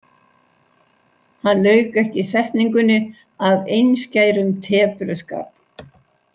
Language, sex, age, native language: Icelandic, female, 60-69, Icelandic